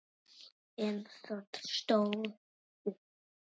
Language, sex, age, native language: Icelandic, male, 9, Icelandic